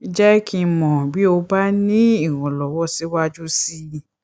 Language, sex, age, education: Yoruba, female, 15-29, tertiary